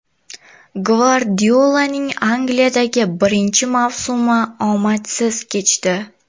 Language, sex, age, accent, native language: Uzbek, female, 19-29, Toshkent viloyati, Uzbek